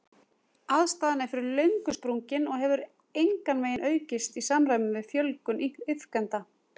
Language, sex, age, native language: Icelandic, female, 40-49, Icelandic